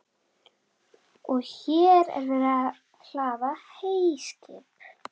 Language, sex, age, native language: Icelandic, female, 11, Icelandic